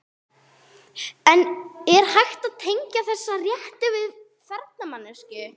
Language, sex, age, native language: Icelandic, female, 30-39, English